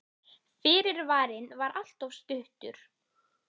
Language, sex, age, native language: Icelandic, female, 18-19, Icelandic